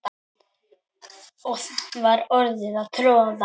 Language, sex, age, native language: Icelandic, female, 9, Icelandic